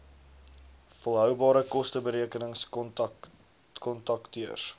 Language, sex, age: Afrikaans, male, 19